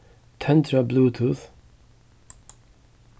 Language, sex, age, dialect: Faroese, male, 36-60, Suðurstreymoy